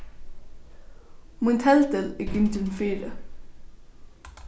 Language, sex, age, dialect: Faroese, female, 15-35, Norðurstreymoy/Eysturoy